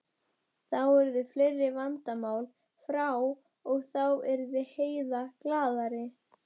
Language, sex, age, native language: Icelandic, female, 12, Icelandic